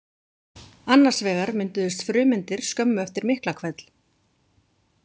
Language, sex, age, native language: Icelandic, female, 40-49, Icelandic